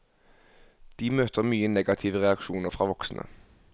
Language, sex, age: Norwegian, male, 21